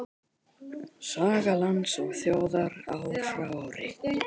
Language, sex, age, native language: Icelandic, male, 18-19, Icelandic